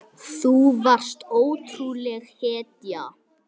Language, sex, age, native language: Icelandic, male, 9, Icelandic